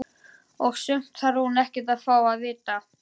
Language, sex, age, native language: Icelandic, male, 11, Icelandic